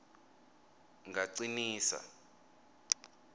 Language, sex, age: Swati, male, 23